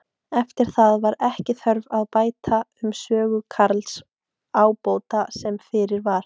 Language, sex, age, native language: Icelandic, female, 18-19, Icelandic